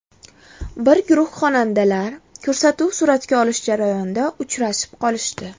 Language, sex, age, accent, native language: Uzbek, female, 19-29, Farg'ona, Uzbek